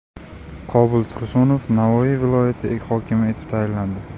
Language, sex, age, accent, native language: Uzbek, male, 18-24, Qashqadaryo, Uzbek